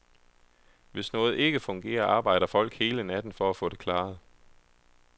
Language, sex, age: Danish, male, 31